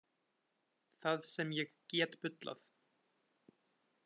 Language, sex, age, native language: Icelandic, male, 20-29, Icelandic